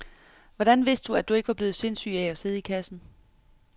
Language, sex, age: Danish, female, 31